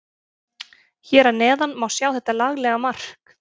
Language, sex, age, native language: Icelandic, female, 30-39, Icelandic